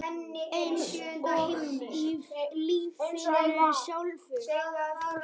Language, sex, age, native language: Icelandic, male, 8, Icelandic